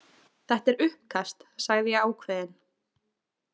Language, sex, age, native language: Icelandic, female, 20-29, Icelandic